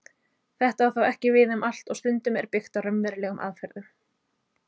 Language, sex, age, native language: Icelandic, female, 30-39, Icelandic